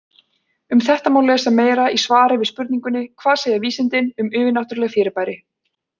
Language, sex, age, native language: Icelandic, female, 20-29, Icelandic